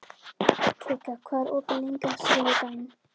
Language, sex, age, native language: Icelandic, female, 11, Icelandic